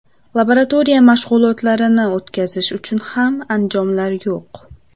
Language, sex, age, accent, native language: Uzbek, female, 18-24, Namangan, Uzbek